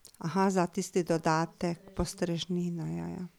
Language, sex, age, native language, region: Slovenian, female, 50-59, Slovenian, Drava region